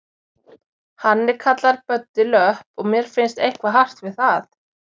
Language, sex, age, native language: Icelandic, female, 20-29, Icelandic